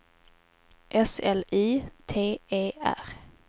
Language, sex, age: Swedish, female, 18